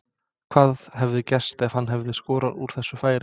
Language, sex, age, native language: Icelandic, male, 20-29, Serbo-Croatian